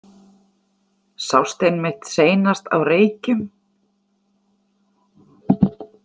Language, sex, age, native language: Icelandic, female, 40-49, Icelandic